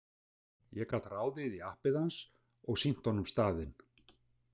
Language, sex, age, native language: Icelandic, male, 60-69, Icelandic